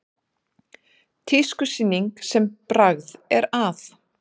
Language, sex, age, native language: Icelandic, female, 30-39, Icelandic